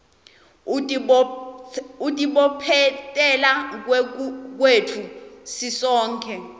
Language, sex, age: Swati, female, 20